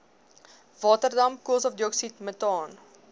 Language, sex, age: Afrikaans, female, 21